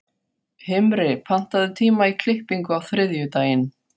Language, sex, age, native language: Icelandic, female, 40-49, Faroese